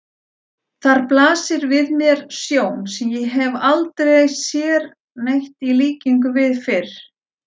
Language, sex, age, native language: Icelandic, female, 40-49, Icelandic